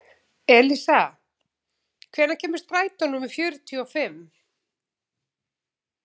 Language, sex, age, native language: Icelandic, female, 40-49, Icelandic